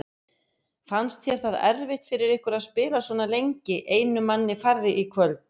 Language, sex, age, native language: Icelandic, female, 50-59, Icelandic